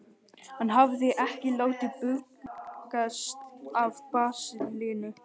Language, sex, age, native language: Icelandic, male, 12, Icelandic